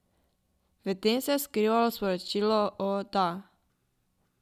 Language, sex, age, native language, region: Slovenian, female, 12-17, Slovenian, Drava region